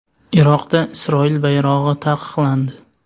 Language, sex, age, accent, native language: Uzbek, male, 18-24, Sirdaryo, Uzbek